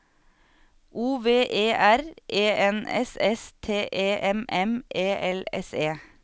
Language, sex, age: Norwegian, female, 36